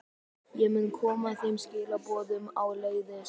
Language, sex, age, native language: Icelandic, male, 12, Icelandic